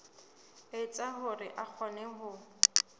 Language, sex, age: Southern Sotho, female, 19